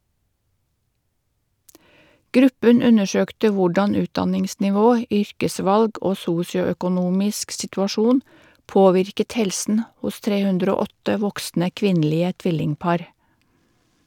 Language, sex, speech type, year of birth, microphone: Norwegian, female, read, 1952, Shure